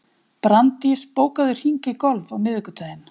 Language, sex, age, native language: Icelandic, female, 50-59, Icelandic